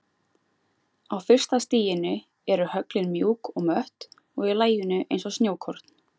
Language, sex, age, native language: Icelandic, female, 20-29, Icelandic